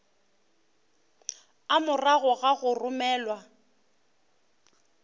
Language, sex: Northern Sotho, female